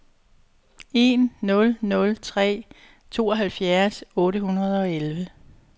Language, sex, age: Danish, female, 62